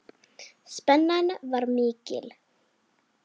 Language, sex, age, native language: Icelandic, female, 7, Icelandic